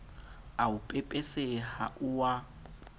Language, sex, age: Southern Sotho, male, 20